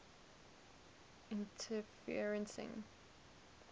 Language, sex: English, female